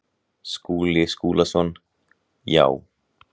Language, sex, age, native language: Icelandic, male, 18-19, Icelandic